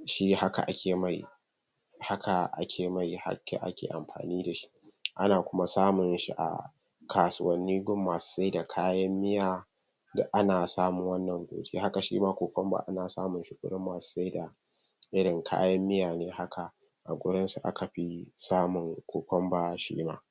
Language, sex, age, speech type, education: Hausa, male, 15-29, spontaneous, tertiary